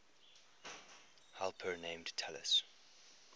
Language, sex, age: English, male, 21